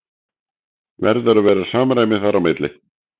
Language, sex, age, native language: Icelandic, male, 60-69, Icelandic